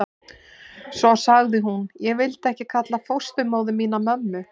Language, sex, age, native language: Icelandic, male, 11, Icelandic